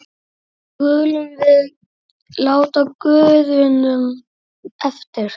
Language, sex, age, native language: Icelandic, male, 9, Icelandic